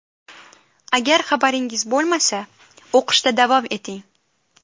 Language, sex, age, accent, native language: Uzbek, female, 18-24, Qashqadaryo, Uzbek